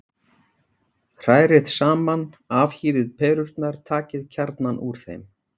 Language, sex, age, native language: Icelandic, male, 40-49, Icelandic